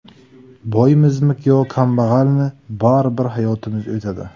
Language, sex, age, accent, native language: Uzbek, male, 18-24, Buxoro, Uzbek